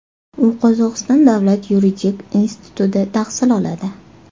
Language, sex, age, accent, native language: Uzbek, female, 18-24, Toshkent shahri, Uzbek